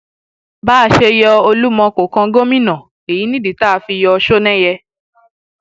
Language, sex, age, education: Yoruba, female, 15-29, tertiary